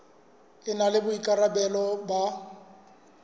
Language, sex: Southern Sotho, male